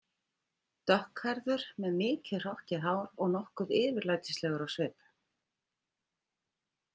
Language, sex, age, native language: Icelandic, female, 50-59, Icelandic